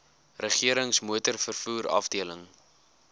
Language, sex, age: Afrikaans, male, 20